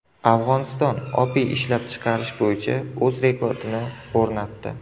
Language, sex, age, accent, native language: Uzbek, male, 25-34, Surxondaryo, Uzbek